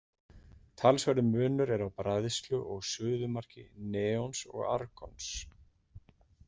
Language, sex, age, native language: Icelandic, male, 40-49, Icelandic